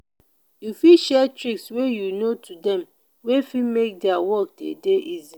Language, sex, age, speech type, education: Nigerian Pidgin, female, 30-45, spontaneous, tertiary